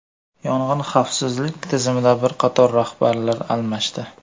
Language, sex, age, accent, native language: Uzbek, male, 18-24, Surxondaryo, Uzbek